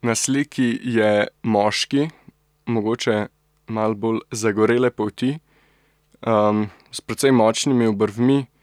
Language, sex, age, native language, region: Slovenian, male, 18-29, Slovenian, Central Slovenia